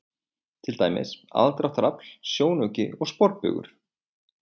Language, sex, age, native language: Icelandic, male, 20-29, Icelandic